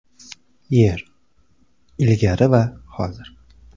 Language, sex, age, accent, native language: Uzbek, male, 18-24, Toshkent viloyati, Uzbek